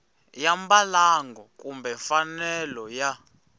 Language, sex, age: Tsonga, male, 21